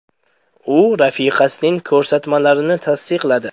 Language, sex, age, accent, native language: Uzbek, male, under 19, Andijon, Uzbek